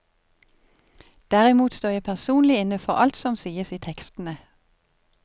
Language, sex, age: Norwegian, female, 50